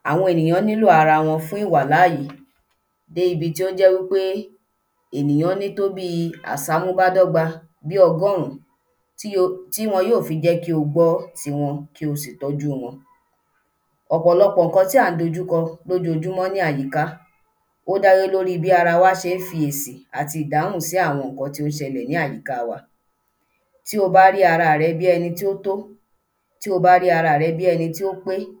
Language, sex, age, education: Yoruba, female, 15-29, tertiary